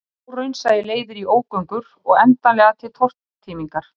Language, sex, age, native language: Icelandic, male, 30-39, Icelandic